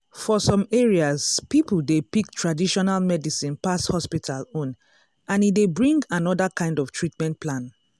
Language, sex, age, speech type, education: Nigerian Pidgin, female, 30-45, spontaneous, tertiary